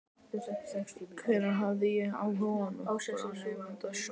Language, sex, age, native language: Icelandic, male, 11, Icelandic